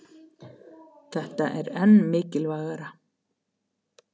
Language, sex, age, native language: Icelandic, female, 50-59, Icelandic